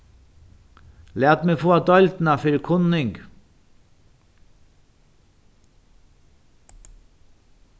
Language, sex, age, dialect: Faroese, male, 61+, Norðuroyggjar